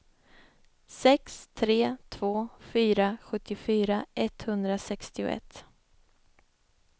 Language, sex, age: Swedish, female, 25